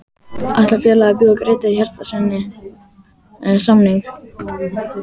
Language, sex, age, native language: Icelandic, male, 12, Icelandic